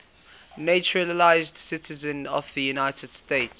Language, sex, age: English, male, 18